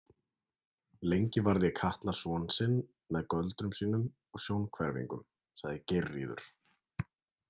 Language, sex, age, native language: Icelandic, male, 20-29, Icelandic